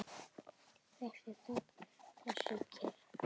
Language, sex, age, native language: Icelandic, male, 9, Icelandic